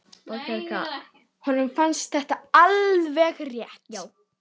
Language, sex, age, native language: Icelandic, female, 10, Icelandic